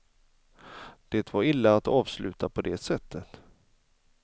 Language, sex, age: Swedish, male, 40